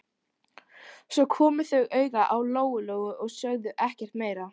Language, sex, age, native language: Icelandic, female, 12, Icelandic